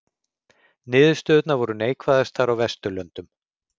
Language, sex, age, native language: Icelandic, male, 50-59, Icelandic